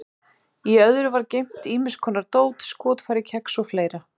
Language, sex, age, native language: Icelandic, female, 30-39, Icelandic